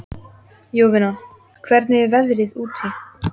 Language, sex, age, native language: Icelandic, female, 14, Icelandic